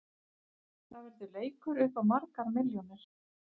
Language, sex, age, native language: Icelandic, female, 50-59, Icelandic